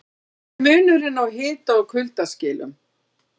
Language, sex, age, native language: Icelandic, female, 60-69, Icelandic